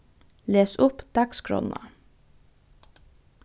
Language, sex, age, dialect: Faroese, female, 15-35, Norðurstreymoy/Eysturoy